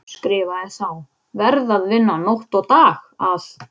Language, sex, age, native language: Icelandic, male, 11, Icelandic